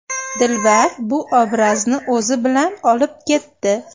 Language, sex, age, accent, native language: Uzbek, female, 25-34, Andijon, Uzbek